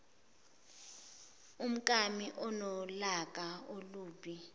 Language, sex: Zulu, female